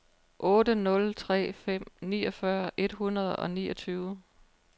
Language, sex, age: Danish, female, 43